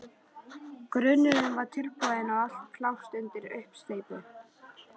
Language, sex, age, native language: Icelandic, female, 13, Icelandic